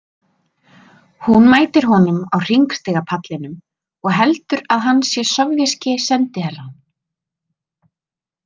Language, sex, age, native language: Icelandic, female, 30-39, Icelandic